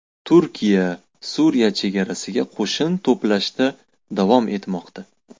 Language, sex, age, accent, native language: Uzbek, male, 18-24, Farg'ona, Uzbek